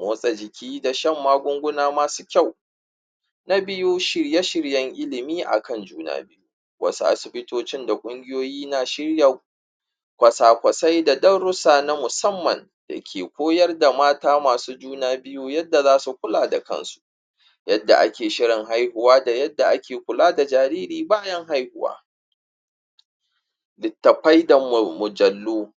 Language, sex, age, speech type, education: Hausa, male, 30-45, spontaneous, tertiary